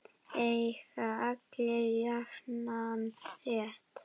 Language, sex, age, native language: Icelandic, female, 9, Icelandic